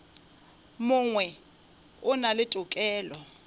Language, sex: Northern Sotho, female